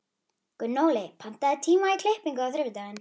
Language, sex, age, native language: Icelandic, female, 11, Icelandic